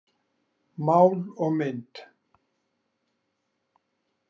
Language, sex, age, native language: Icelandic, male, 60-69, Icelandic